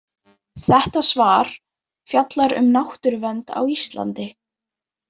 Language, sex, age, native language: Icelandic, female, 18-19, Icelandic